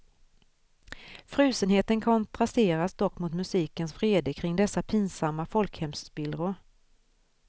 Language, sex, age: Swedish, female, 41